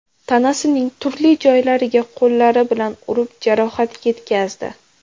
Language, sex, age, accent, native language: Uzbek, female, 18-24, Navoiy, Uzbek